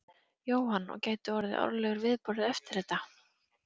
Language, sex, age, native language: Icelandic, female, 30-39, Icelandic